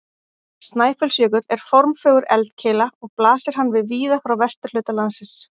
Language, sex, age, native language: Icelandic, female, 40-49, Icelandic